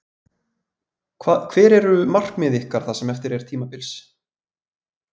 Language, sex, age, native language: Icelandic, male, 20-29, Icelandic